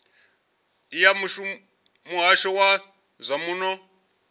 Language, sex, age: Venda, male, 34